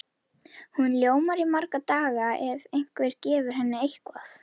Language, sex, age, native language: Icelandic, female, 11, Icelandic